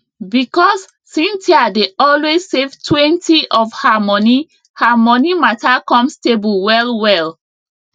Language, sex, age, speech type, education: Nigerian Pidgin, female, 30-45, spontaneous, tertiary